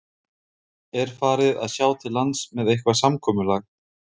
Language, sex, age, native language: Icelandic, male, 30-39, Icelandic